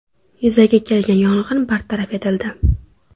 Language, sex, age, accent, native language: Uzbek, female, under 19, Toshkent viloyati, Uzbek